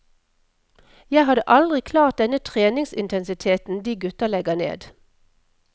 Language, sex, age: Norwegian, female, 57